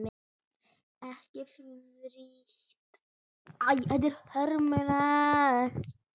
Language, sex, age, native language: Icelandic, female, 9, Icelandic